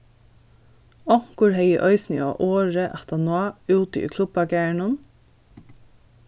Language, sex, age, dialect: Faroese, female, 15-35, Norðurstreymoy/Eysturoy